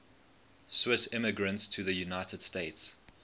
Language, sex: English, male